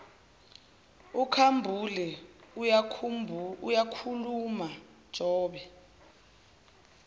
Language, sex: Zulu, female